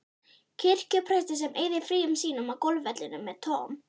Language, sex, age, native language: Icelandic, female, 13, Icelandic